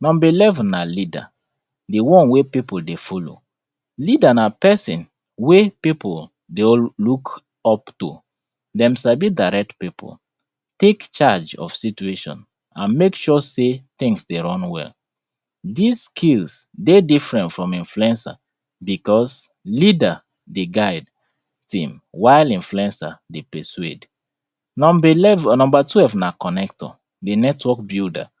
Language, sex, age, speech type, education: Nigerian Pidgin, male, 30-45, spontaneous, tertiary